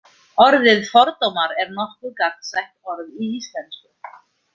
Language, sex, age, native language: Icelandic, female, 40-49, Icelandic